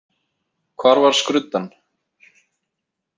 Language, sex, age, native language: Icelandic, male, 30-39, Icelandic